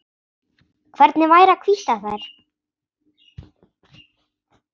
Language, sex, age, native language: Icelandic, female, 10, Icelandic